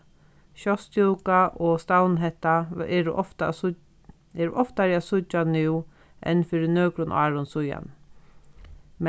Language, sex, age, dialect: Faroese, female, 36-60, Sandoy